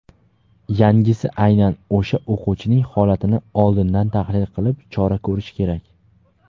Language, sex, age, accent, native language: Uzbek, male, 19-29, Farg'ona, Uzbek